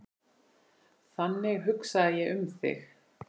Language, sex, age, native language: Icelandic, male, 9, Icelandic